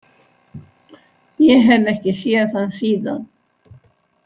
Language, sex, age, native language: Icelandic, female, 60-69, Icelandic